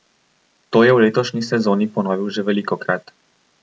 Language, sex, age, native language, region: Slovenian, male, 18-29, Slovenian, Coastal Karst region